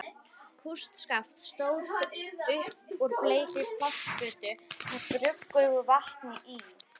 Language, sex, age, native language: Icelandic, female, 11, Icelandic